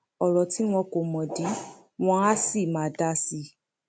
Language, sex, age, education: Yoruba, female, 15-29, tertiary